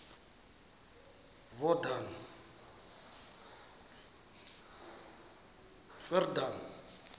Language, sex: Xhosa, male